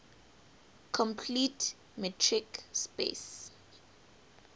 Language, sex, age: English, female, 18